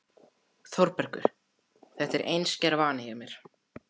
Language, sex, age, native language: Icelandic, male, 14, Icelandic